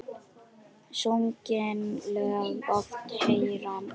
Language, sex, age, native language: Icelandic, other, 10, Icelandic